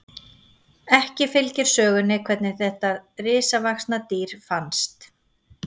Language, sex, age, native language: Icelandic, female, 40-49, Icelandic